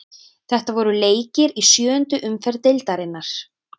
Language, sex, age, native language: Icelandic, female, 30-39, Icelandic